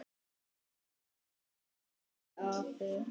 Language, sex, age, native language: Icelandic, male, 9, Icelandic